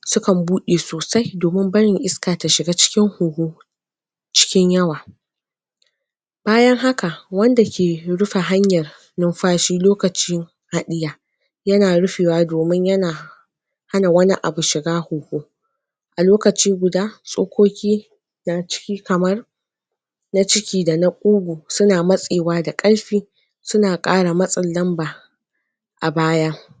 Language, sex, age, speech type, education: Hausa, female, 46-60, spontaneous, tertiary